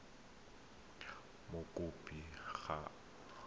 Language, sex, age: Tswana, male, 23